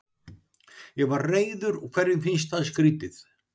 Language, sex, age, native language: Icelandic, male, 60-69, Icelandic